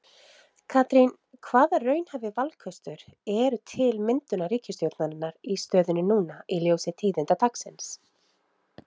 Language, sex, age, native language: Icelandic, female, 30-39, Icelandic